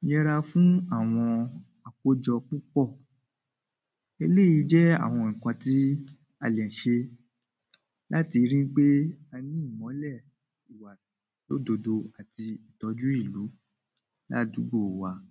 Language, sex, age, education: Yoruba, male, 15-29, primary